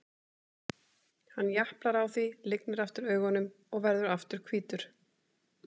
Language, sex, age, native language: Icelandic, female, 30-39, Icelandic